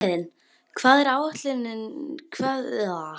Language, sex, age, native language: Icelandic, female, 12, Icelandic